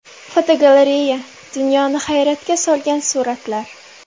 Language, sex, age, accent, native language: Uzbek, female, 18-24, Samarqand, Uzbek